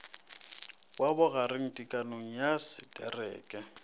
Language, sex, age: Northern Sotho, male, 19